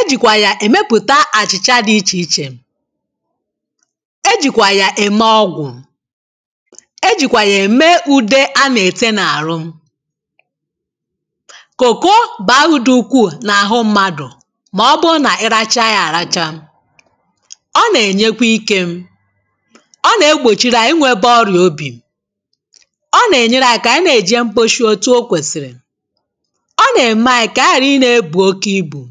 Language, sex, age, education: Igbo, female, 30-45, tertiary